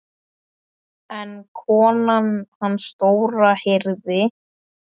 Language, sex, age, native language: Icelandic, male, 10, Icelandic